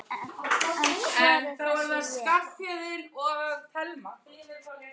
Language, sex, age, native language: Icelandic, female, 9, Icelandic